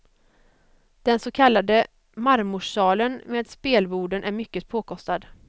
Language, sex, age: Swedish, female, 25